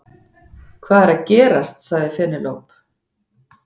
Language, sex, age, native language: Icelandic, female, 50-59, Icelandic